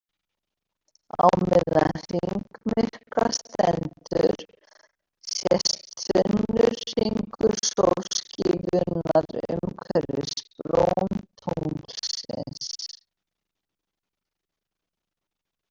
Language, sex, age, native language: Icelandic, female, 60-69, Icelandic